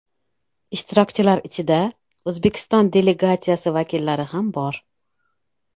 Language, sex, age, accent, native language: Uzbek, female, 35+, Namangan, Uzbek